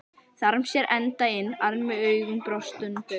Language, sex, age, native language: Icelandic, female, 11, Icelandic